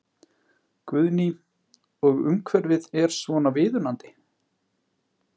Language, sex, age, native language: Icelandic, male, 30-39, Icelandic